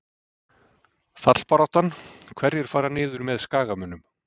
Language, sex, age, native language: Icelandic, male, 40-49, Icelandic